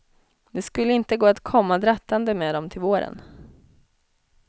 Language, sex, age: Swedish, female, 20